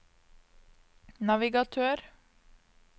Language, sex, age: Norwegian, female, 22